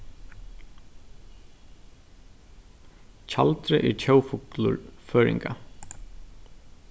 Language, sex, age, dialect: Faroese, male, 36-60, Norðurstreymoy/Eysturoy